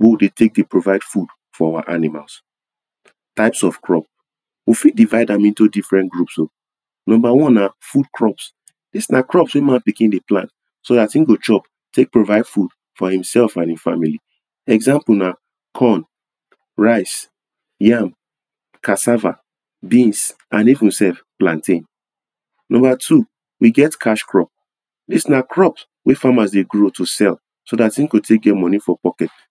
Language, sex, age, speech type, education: Nigerian Pidgin, male, 30-45, spontaneous, tertiary